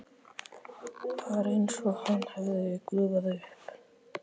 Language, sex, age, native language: Icelandic, male, 13, Icelandic